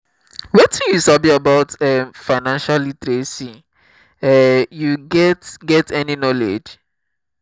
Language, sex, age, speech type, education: Nigerian Pidgin, male, 15-29, spontaneous, tertiary